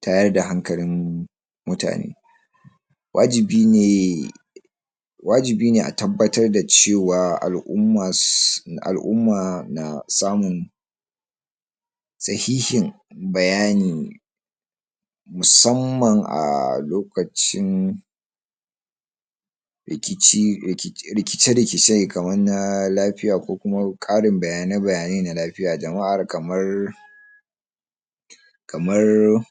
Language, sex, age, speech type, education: Hausa, male, 46-60, spontaneous, tertiary